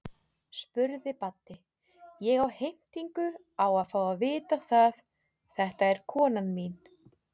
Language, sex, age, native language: Icelandic, female, 30-39, Icelandic